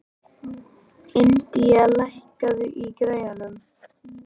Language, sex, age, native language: Icelandic, male, 11, Icelandic